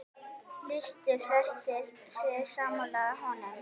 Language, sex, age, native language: Icelandic, female, 9, Icelandic